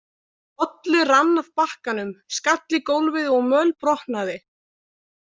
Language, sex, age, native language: Icelandic, female, 20-29, Icelandic